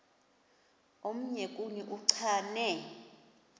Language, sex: Xhosa, female